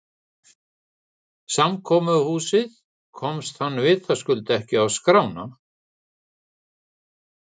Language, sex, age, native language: Icelandic, male, 60-69, Icelandic